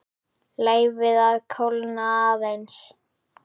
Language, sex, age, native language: Icelandic, male, 8, Icelandic